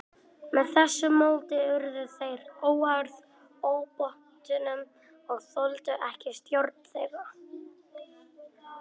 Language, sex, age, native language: Icelandic, male, 18-19, Icelandic